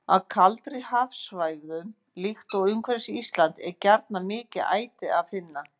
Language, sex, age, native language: Icelandic, female, 50-59, Icelandic